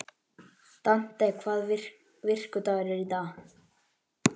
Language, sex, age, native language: Icelandic, male, 11, Icelandic